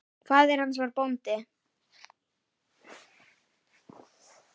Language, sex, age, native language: Icelandic, male, 9, Icelandic